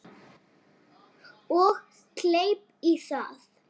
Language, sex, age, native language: Icelandic, female, 30-39, Icelandic